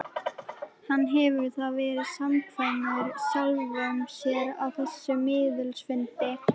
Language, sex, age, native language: Icelandic, female, 11, Icelandic